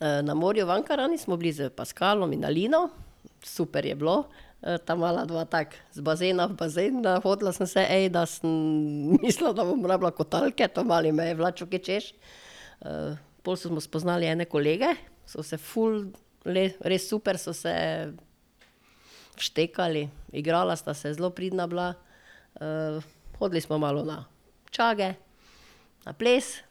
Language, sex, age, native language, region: Slovenian, female, 50-59, Slovenian, Drava region